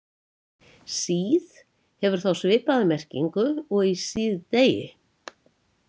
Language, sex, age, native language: Icelandic, female, 70-79, Icelandic